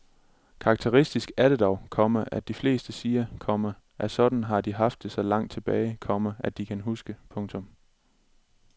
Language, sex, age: Danish, male, 27